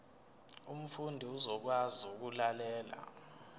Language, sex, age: Zulu, male, 24